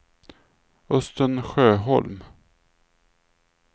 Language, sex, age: Swedish, male, 46